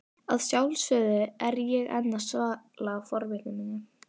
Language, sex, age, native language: Icelandic, female, 12, Icelandic